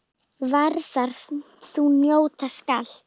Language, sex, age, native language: Icelandic, female, 9, Icelandic